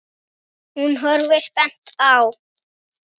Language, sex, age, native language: Icelandic, male, 9, Icelandic